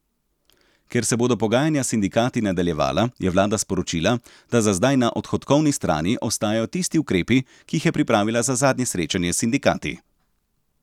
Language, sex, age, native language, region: Slovenian, male, 30-49, Slovenian, Central Slovenia